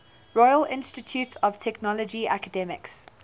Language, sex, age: English, female, 20